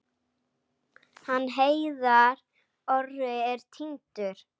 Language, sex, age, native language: Icelandic, female, 8, Icelandic